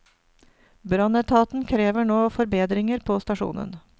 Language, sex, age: Norwegian, female, 49